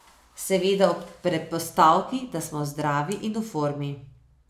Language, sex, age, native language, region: Slovenian, female, 30-49, Slovenian, Savinja region